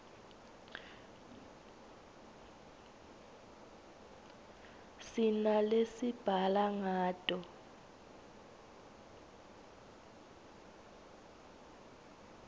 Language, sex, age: Swati, female, 20